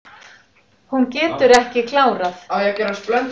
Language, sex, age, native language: Icelandic, female, 40-49, Icelandic